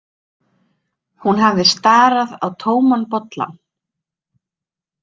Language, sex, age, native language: Icelandic, female, 30-39, Icelandic